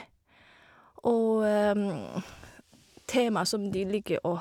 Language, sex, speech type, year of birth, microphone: Norwegian, female, spontaneous, 1978, Shure